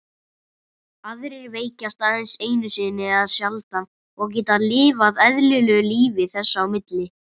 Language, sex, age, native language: Icelandic, female, 30-39, Icelandic